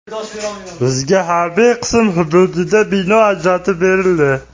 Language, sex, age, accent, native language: Uzbek, male, 18-24, Sirdaryo, Uzbek